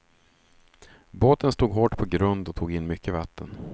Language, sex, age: Swedish, male, 36